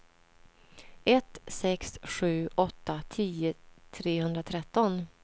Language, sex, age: Swedish, female, 47